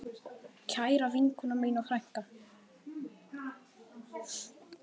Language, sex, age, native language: Icelandic, male, 9, Icelandic